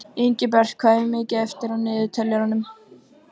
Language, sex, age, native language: Icelandic, other, 18-19, Icelandic